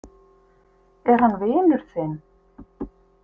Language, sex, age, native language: Icelandic, female, 50-59, Icelandic